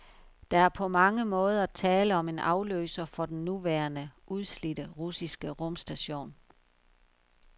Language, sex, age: Danish, female, 51